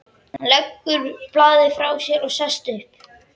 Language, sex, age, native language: Icelandic, male, 11, Icelandic